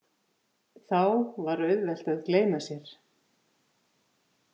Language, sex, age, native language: Icelandic, female, 50-59, Icelandic